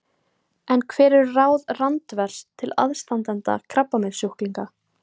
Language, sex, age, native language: Icelandic, female, 18-19, Icelandic